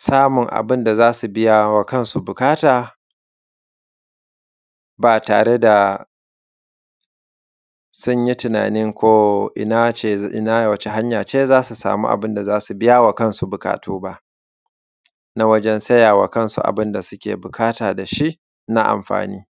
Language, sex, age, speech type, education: Hausa, male, 30-45, spontaneous, secondary